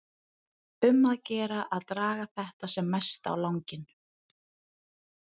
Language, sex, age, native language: Icelandic, female, 30-39, Icelandic